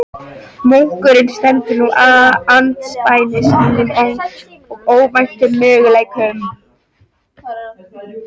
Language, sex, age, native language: Icelandic, female, 13, Icelandic